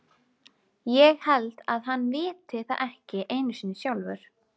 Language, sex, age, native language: Icelandic, female, 12, Icelandic